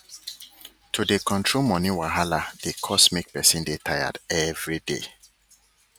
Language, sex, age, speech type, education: Nigerian Pidgin, male, 30-45, spontaneous, tertiary